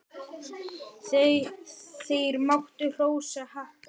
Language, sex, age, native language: Icelandic, male, 9, Icelandic